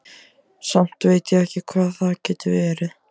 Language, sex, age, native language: Icelandic, male, 14, Icelandic